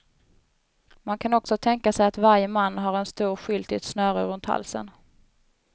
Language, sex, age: Swedish, female, 19